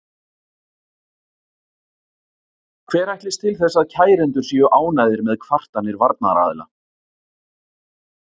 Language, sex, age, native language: Icelandic, male, 40-49, Icelandic